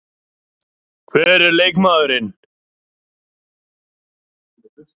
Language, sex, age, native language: Icelandic, male, 30-39, Icelandic